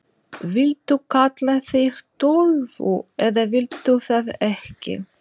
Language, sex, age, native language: Icelandic, female, 40-49, Russian